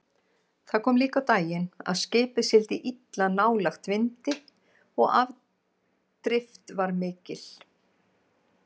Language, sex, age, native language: Icelandic, female, 50-59, Icelandic